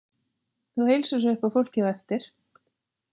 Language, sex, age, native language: Icelandic, female, 40-49, Icelandic